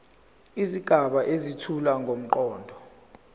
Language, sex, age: Zulu, male, 17